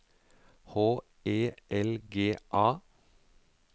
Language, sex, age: Norwegian, male, 63